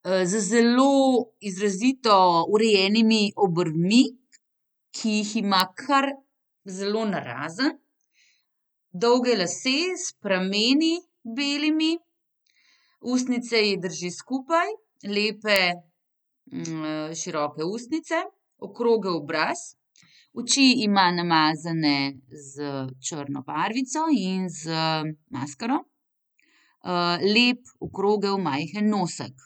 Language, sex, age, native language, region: Slovenian, female, 30-49, Slovenian, Central Slovenia